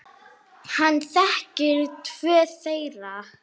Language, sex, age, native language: Icelandic, female, 10, Arabic